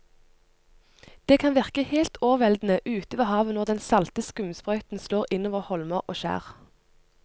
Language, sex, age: Norwegian, female, 25